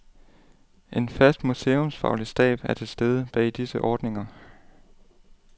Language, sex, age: Danish, male, 18